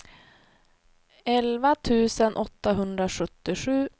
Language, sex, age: Swedish, female, 28